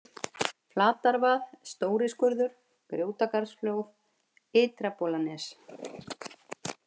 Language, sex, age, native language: Icelandic, female, 50-59, Icelandic